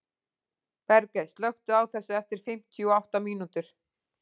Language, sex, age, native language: Icelandic, female, 40-49, Icelandic